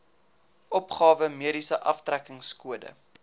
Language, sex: Afrikaans, male